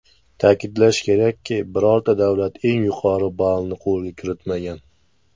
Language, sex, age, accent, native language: Uzbek, male, 19-29, Namangan, Uzbek